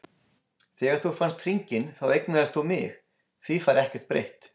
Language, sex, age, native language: Icelandic, male, 20-29, Icelandic